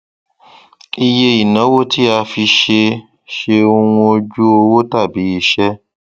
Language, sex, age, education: Yoruba, male, 30-45, tertiary